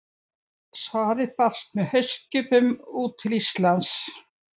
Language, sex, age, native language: Icelandic, female, 70-79, Icelandic